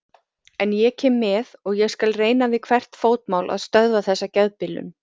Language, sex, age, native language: Icelandic, female, 40-49, Icelandic